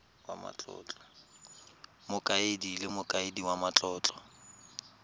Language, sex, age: Tswana, male, 22